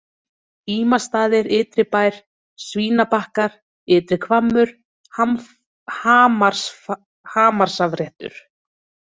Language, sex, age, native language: Icelandic, female, 30-39, Icelandic